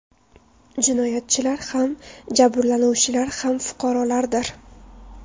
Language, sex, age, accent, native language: Uzbek, female, 19-29, Toshkent viloyati, Uzbek